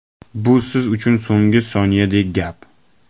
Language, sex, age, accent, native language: Uzbek, male, 18-24, Toshkent viloyati, Uzbek